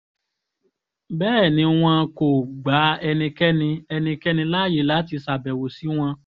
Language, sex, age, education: Yoruba, female, 15-29, tertiary